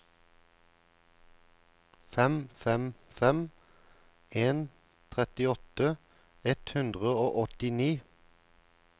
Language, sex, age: Norwegian, male, 34